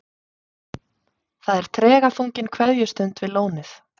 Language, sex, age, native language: Icelandic, female, 30-39, Icelandic